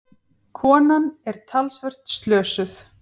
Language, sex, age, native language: Icelandic, female, 40-49, Icelandic